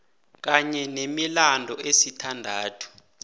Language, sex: South Ndebele, male